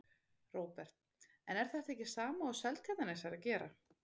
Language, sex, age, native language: Icelandic, female, 30-39, Icelandic